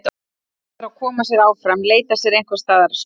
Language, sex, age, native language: Icelandic, male, 12, Icelandic